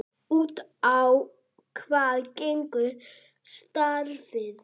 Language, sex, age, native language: Icelandic, female, 8, Icelandic